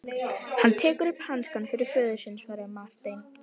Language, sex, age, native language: Icelandic, female, 11, Icelandic